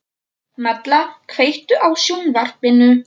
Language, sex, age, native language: Icelandic, male, 40-49, Polish